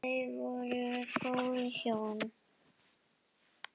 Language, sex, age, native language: Icelandic, female, 8, Icelandic